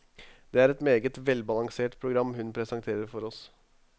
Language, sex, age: Norwegian, male, 21